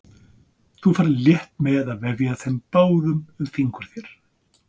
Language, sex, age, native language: Icelandic, male, 60-69, Icelandic